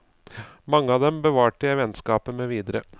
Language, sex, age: Norwegian, male, 39